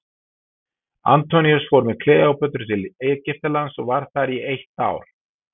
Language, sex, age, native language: Icelandic, male, 50-59, Icelandic